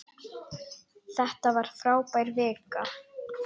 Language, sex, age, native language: Icelandic, female, 9, Icelandic